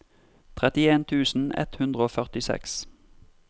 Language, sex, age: Norwegian, male, 32